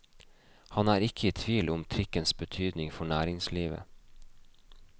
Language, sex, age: Norwegian, male, 29